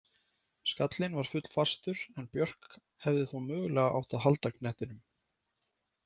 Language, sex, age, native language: Icelandic, male, 30-39, Icelandic